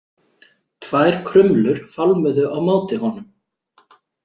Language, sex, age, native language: Icelandic, male, 40-49, Icelandic